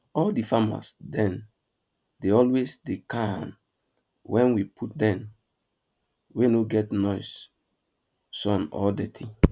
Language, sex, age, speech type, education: Nigerian Pidgin, male, 15-29, spontaneous, secondary